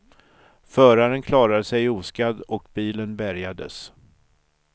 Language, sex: Swedish, male